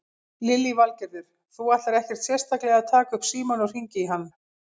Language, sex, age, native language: Icelandic, female, 50-59, Icelandic